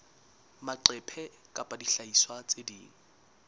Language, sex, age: Southern Sotho, male, 19